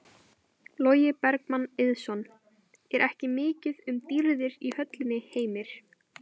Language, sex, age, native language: Icelandic, female, 18-19, Icelandic